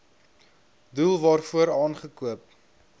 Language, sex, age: Afrikaans, male, 21